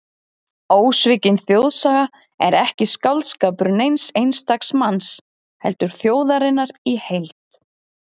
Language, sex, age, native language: Icelandic, female, 30-39, Icelandic